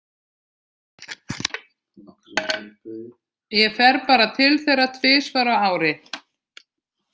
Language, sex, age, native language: Icelandic, female, 50-59, Icelandic